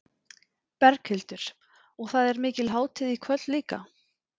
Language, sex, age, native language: Icelandic, female, 40-49, Icelandic